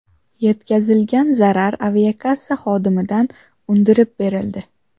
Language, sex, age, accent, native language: Uzbek, female, 12-17, Samarqand, Uzbek